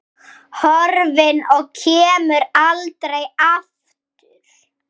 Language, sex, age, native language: Icelandic, male, 6, Icelandic